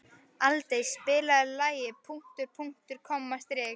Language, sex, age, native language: Icelandic, female, 11, Icelandic